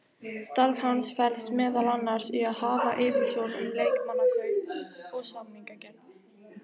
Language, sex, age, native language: Icelandic, female, 18-19, Icelandic